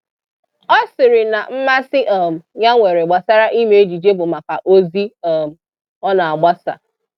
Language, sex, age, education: Igbo, female, 15-29, tertiary